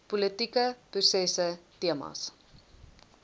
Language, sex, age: Afrikaans, female, 20